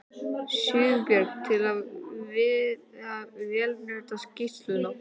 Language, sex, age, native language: Icelandic, male, 11, Icelandic